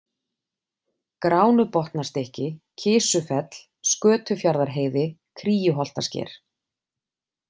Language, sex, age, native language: Icelandic, female, 40-49, Icelandic